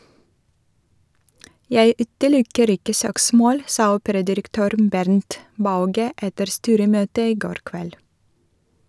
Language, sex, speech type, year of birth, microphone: Norwegian, female, read, 1982, Shure